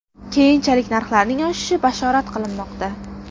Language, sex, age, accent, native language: Uzbek, female, under 19, Qashqadaryo, Uzbek